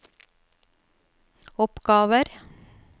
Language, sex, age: Norwegian, female, 29